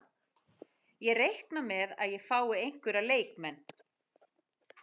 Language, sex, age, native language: Icelandic, female, 40-49, Icelandic